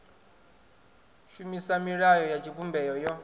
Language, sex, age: Venda, male, 21